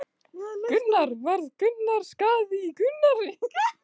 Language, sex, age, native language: Icelandic, female, 15, Icelandic